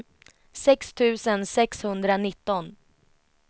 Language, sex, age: Swedish, female, 33